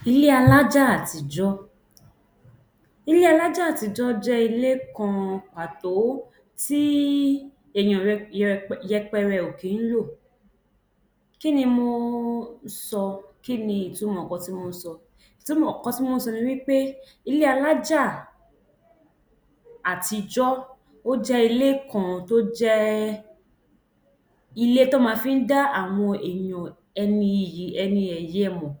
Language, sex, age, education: Yoruba, female, 15-29, tertiary